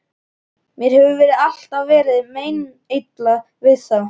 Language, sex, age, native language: Icelandic, male, 11, Icelandic